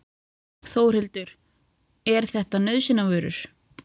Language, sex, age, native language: Icelandic, female, 30-39, Icelandic